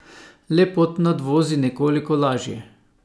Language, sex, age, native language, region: Slovenian, male, 50-59, Slovenian, Savinja region